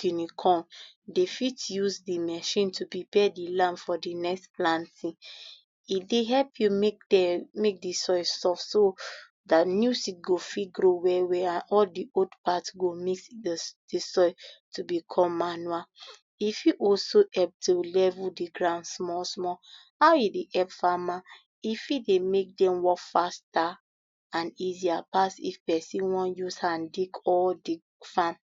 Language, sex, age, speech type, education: Nigerian Pidgin, female, 46-60, spontaneous, tertiary